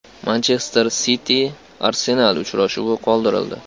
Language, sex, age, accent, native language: Uzbek, male, 18-24, Farg'ona, Uzbek